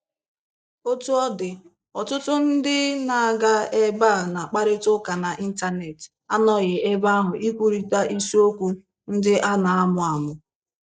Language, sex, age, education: Igbo, female, 15-29, tertiary